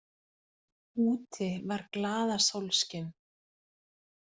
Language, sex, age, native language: Icelandic, female, 40-49, Icelandic